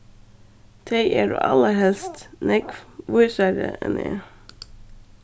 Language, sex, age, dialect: Faroese, female, 15-35, Suðurstreymoy